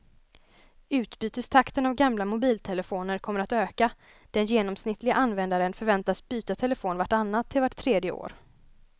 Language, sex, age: Swedish, female, 20